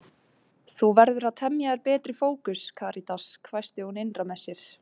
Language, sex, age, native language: Icelandic, female, 18-19, Icelandic